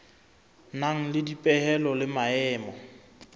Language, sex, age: Southern Sotho, male, 26